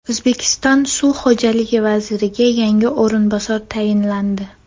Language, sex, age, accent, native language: Uzbek, female, 12-17, Namangan, Uzbek